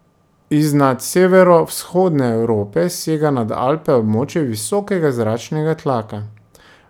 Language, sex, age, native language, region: Slovenian, male, 30-49, Slovenian, Drava region